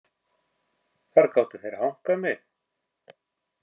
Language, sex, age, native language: Icelandic, male, 50-59, Icelandic